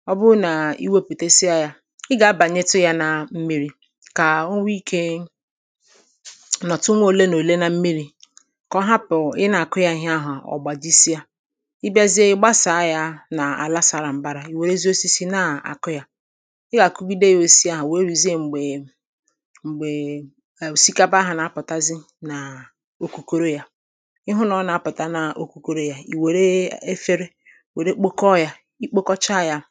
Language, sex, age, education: Igbo, female, 30-45, tertiary